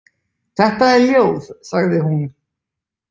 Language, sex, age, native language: Icelandic, male, 20-29, Icelandic